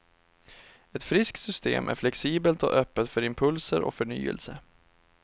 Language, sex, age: Swedish, male, 31